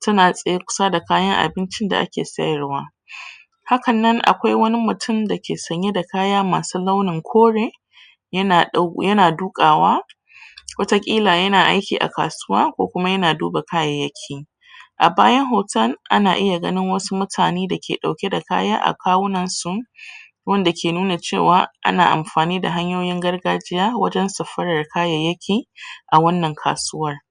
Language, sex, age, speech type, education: Hausa, female, 30-45, spontaneous, tertiary